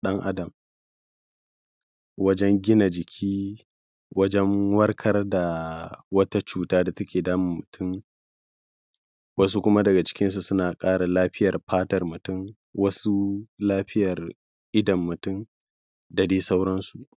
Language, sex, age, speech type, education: Hausa, male, 15-29, spontaneous, primary